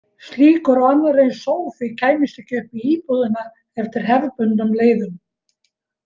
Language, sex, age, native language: Icelandic, female, 70-79, Icelandic